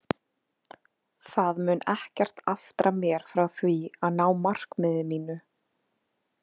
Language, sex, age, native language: Icelandic, female, 20-29, Icelandic